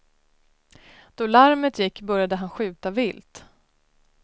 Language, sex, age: Swedish, female, 33